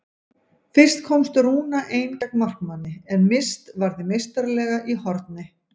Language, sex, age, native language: Icelandic, female, 50-59, Icelandic